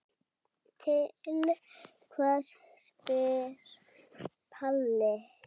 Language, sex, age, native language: Icelandic, male, 7, Icelandic